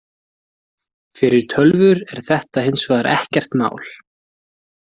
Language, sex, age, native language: Icelandic, male, 20-29, Icelandic